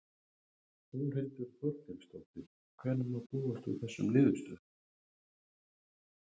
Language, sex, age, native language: Icelandic, male, 30-39, Icelandic